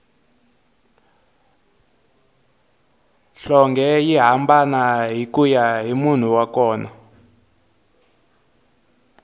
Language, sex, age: Tsonga, male, 22